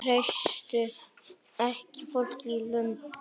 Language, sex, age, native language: Icelandic, male, 18-19, Icelandic